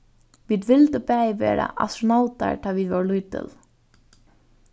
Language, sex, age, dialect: Faroese, female, 15-35, Norðuroyggjar